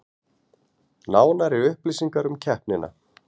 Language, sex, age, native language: Icelandic, male, 40-49, Icelandic